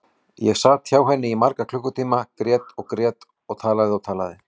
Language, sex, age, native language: Icelandic, male, 40-49, Icelandic